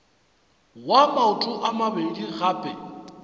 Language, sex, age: Northern Sotho, male, 35